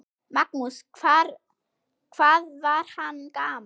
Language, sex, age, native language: Icelandic, male, 6, Icelandic